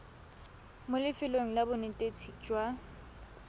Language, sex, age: Tswana, female, 20